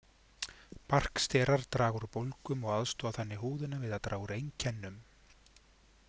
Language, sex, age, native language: Icelandic, male, 50-59, Icelandic